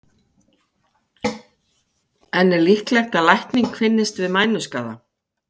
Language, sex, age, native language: Icelandic, female, 50-59, Icelandic